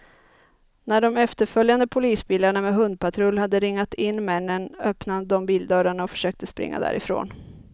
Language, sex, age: Swedish, female, 30